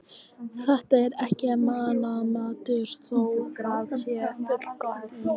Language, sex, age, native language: Icelandic, female, 14, English